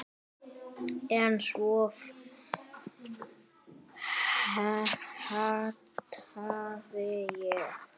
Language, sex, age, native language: Icelandic, male, 8, Icelandic